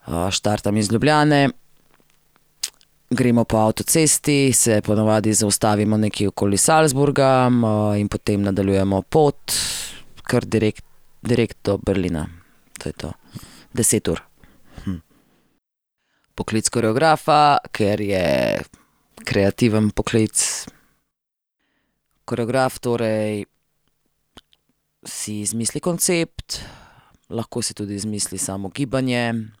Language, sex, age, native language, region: Slovenian, female, 30-49, Slovenian, Central Slovenia